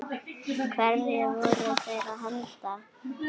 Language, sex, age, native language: Icelandic, female, 9, Icelandic